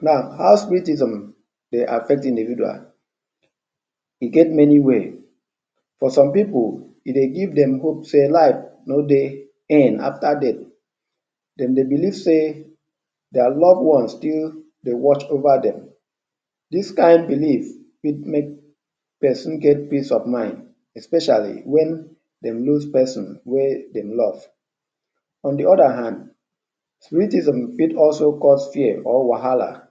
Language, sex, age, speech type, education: Nigerian Pidgin, male, 30-45, spontaneous, tertiary